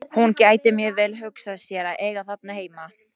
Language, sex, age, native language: Icelandic, female, 18-19, Polish